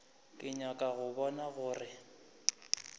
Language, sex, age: Northern Sotho, male, 25